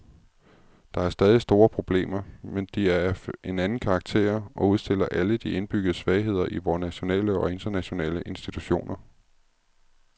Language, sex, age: Danish, male, 36